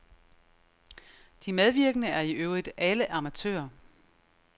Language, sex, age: Danish, female, 36